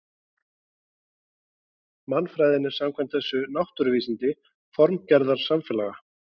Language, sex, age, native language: Icelandic, male, 40-49, Icelandic